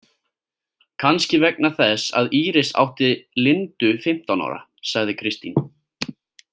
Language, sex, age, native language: Icelandic, male, 18-19, Icelandic